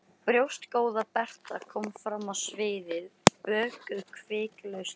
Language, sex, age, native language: Icelandic, male, 13, Icelandic